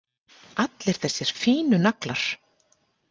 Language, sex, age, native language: Icelandic, female, 40-49, Icelandic